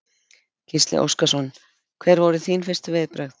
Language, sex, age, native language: Icelandic, female, 50-59, Icelandic